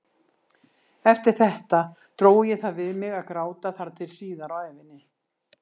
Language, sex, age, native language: Icelandic, female, 60-69, Icelandic